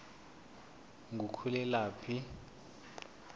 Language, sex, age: South Ndebele, male, 22